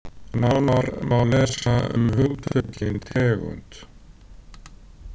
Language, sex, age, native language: Icelandic, male, 60-69, Icelandic